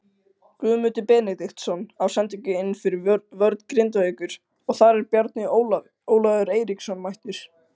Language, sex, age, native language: Icelandic, male, 18-19, Icelandic